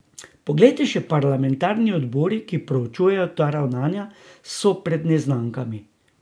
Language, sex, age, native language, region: Slovenian, male, 60+, Slovenian, Drava region